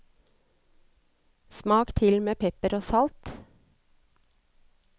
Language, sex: Norwegian, female